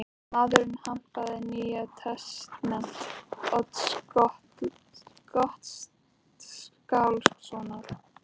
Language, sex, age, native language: Icelandic, other, 13, Icelandic